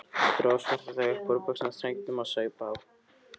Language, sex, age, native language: Icelandic, male, 12, Icelandic